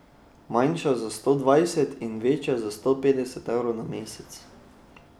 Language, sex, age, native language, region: Slovenian, male, 12-17, Slovenian, Drava region